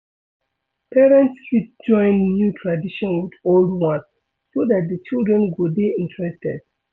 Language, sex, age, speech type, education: Nigerian Pidgin, male, 30-45, read, secondary